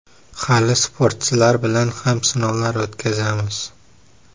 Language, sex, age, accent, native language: Uzbek, male, 18-24, Toshkent shahri, Uzbek